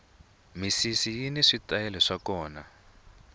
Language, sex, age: Tsonga, male, 20